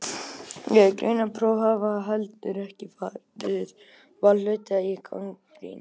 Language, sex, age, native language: Icelandic, male, 18-19, Icelandic